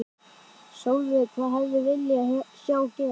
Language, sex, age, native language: Icelandic, other, 11, Icelandic